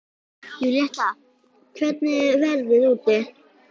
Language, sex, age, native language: Icelandic, female, 11, Icelandic